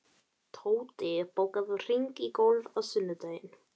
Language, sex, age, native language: Icelandic, female, 12, Icelandic